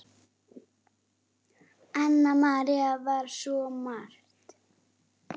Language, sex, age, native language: Icelandic, female, 8, Icelandic